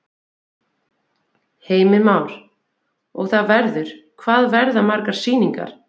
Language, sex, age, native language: Icelandic, female, 20-29, Icelandic